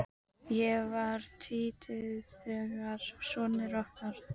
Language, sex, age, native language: Icelandic, female, 12, Icelandic